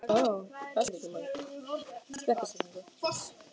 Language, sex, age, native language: Icelandic, male, 12, Icelandic